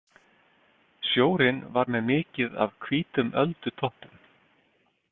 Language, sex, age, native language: Icelandic, male, 50-59, Icelandic